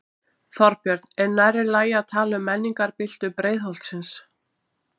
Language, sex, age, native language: Icelandic, female, 40-49, Icelandic